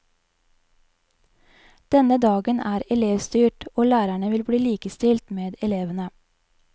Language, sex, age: Norwegian, female, 20